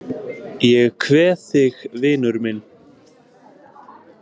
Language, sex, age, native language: Icelandic, male, 20-29, Icelandic